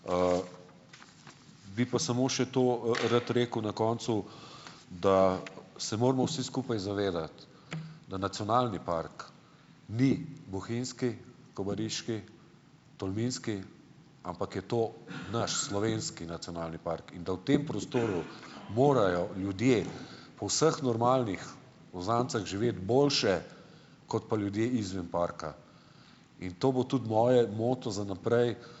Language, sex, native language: Slovenian, male, Slovenian